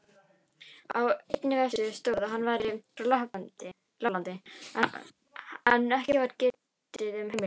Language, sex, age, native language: Icelandic, female, 18-19, Icelandic